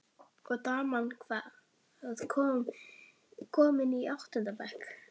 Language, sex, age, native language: Icelandic, female, 12, Icelandic